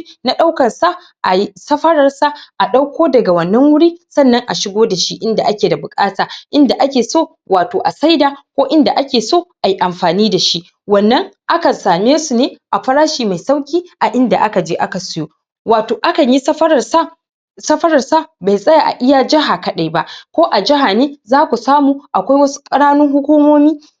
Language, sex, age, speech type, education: Hausa, male, 30-45, spontaneous, primary